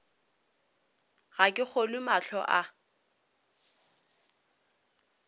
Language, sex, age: Northern Sotho, female, 26